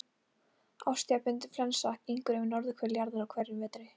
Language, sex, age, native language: Icelandic, female, 18-19, Icelandic